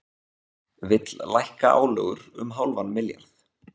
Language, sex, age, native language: Icelandic, male, 20-29, Icelandic